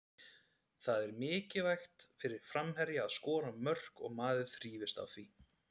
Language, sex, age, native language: Icelandic, male, 30-39, Icelandic